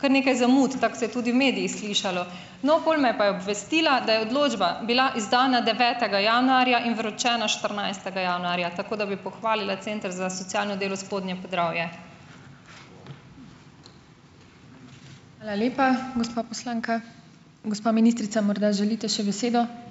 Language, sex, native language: Slovenian, female, Slovenian